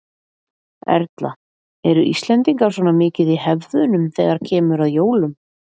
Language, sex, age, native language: Icelandic, female, 40-49, Icelandic